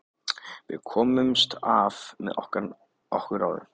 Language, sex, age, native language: Icelandic, male, 15, Icelandic